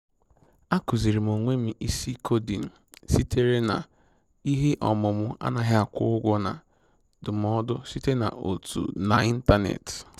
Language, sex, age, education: Igbo, male, 15-29, tertiary